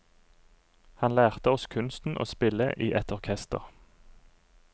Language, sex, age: Norwegian, male, 39